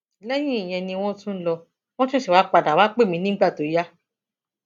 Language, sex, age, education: Yoruba, female, 30-45, tertiary